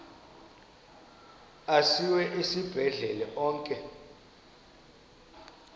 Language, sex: Xhosa, male